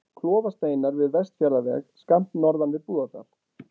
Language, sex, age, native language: Icelandic, male, 40-49, Icelandic